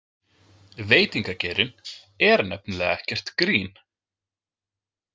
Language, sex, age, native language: Icelandic, male, 20-29, Icelandic